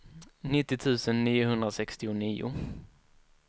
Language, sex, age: Swedish, male, 19